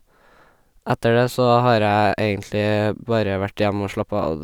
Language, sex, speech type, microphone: Norwegian, male, spontaneous, Sennheiser